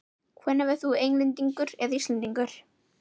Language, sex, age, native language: Icelandic, female, 11, Icelandic